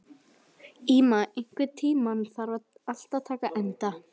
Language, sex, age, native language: Icelandic, female, 11, Icelandic